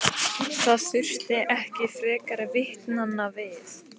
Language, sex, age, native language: Icelandic, female, 15, Icelandic